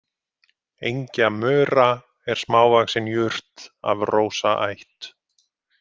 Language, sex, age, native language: Icelandic, male, 50-59, Icelandic